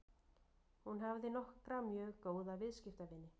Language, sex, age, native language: Icelandic, female, 40-49, Icelandic